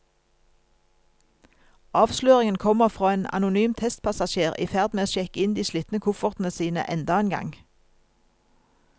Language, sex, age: Norwegian, female, 47